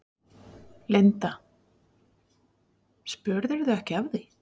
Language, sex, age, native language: Icelandic, female, 40-49, Icelandic